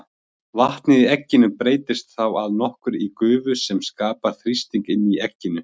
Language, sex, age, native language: Icelandic, male, 20-29, Icelandic